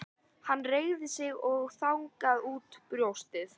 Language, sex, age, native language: Icelandic, female, 11, Icelandic